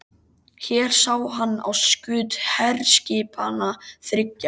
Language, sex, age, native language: Icelandic, male, 13, Icelandic